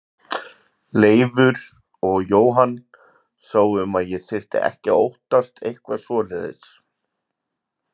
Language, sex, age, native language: Icelandic, male, 40-49, Icelandic